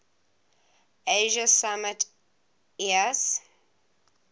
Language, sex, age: English, female, 20